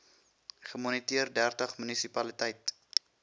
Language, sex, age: Afrikaans, male, 21